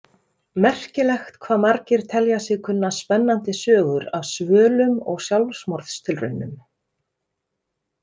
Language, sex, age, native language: Icelandic, female, 30-39, Icelandic